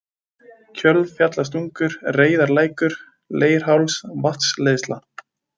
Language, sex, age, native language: Icelandic, male, 20-29, Icelandic